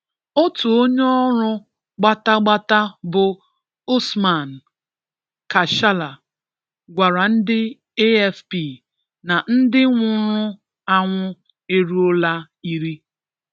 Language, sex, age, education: Igbo, female, 30-45, tertiary